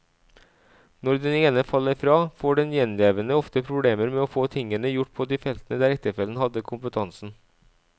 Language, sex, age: Norwegian, male, 37